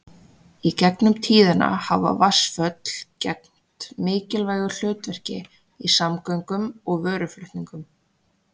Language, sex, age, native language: Icelandic, female, 20-29, Icelandic